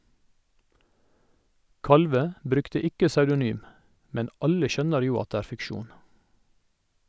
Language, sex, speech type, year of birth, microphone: Norwegian, male, read, 1961, Sennheiser